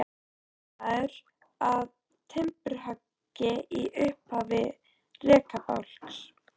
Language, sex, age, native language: Icelandic, female, 13, Icelandic